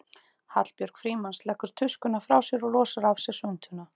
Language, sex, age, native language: Icelandic, female, 30-39, Icelandic